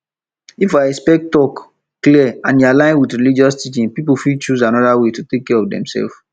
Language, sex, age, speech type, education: Nigerian Pidgin, male, 15-29, spontaneous, tertiary